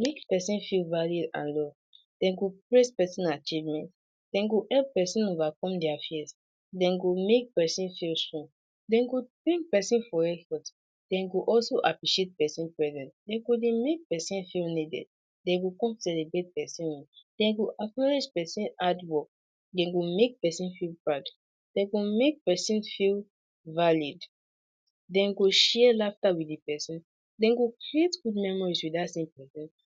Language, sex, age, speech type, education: Nigerian Pidgin, male, 46-60, spontaneous, secondary